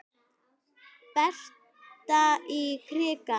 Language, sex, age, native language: Icelandic, female, 9, Icelandic